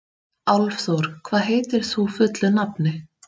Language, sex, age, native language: Icelandic, female, 30-39, Icelandic